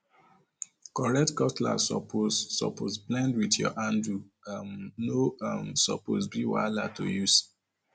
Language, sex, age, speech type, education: Nigerian Pidgin, male, 30-45, spontaneous, tertiary